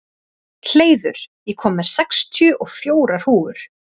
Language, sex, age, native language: Icelandic, female, 30-39, Icelandic